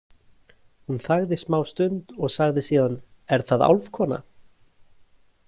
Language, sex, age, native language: Icelandic, male, 20-29, Icelandic